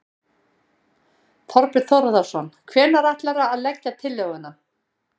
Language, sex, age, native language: Icelandic, female, 60-69, Icelandic